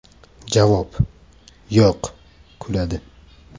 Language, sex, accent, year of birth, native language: Uzbek, male, Samarqand, 2004, Uzbek